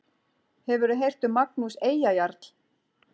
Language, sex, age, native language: Icelandic, female, 40-49, Icelandic